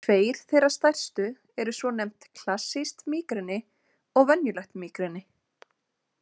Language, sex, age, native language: Icelandic, female, 20-29, Icelandic